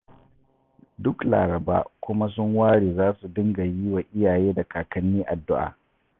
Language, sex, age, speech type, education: Hausa, male, 30-45, read, tertiary